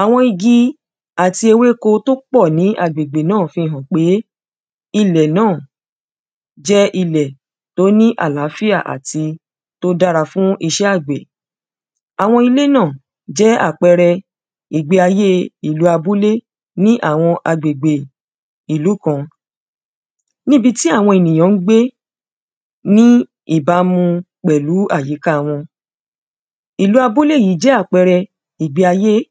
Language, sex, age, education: Yoruba, female, 30-45, secondary